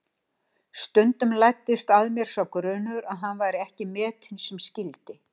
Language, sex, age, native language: Icelandic, female, 60-69, Icelandic